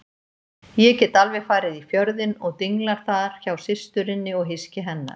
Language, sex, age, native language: Icelandic, female, 50-59, Icelandic